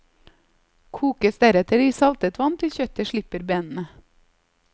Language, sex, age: Norwegian, female, 30